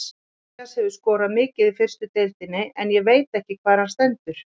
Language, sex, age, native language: Icelandic, female, 40-49, Icelandic